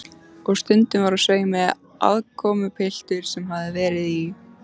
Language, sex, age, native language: Icelandic, female, 14, Icelandic